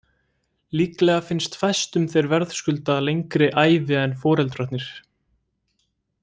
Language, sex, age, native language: Icelandic, male, 18-19, Icelandic